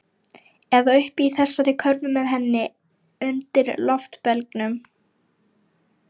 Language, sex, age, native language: Icelandic, female, 18-19, Lithuanian